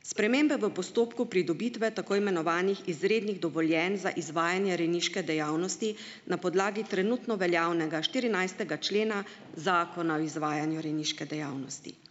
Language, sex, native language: Slovenian, female, Slovenian